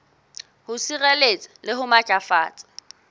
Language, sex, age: Southern Sotho, female, 18